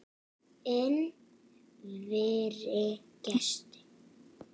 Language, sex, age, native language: Icelandic, female, 9, Icelandic